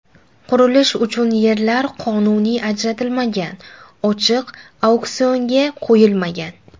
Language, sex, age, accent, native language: Uzbek, female, under 19, Jizzax, Uzbek